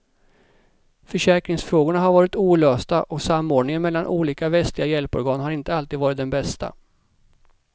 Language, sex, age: Swedish, male, 37